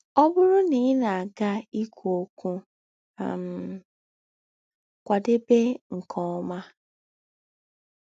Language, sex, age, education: Igbo, female, 15-29, tertiary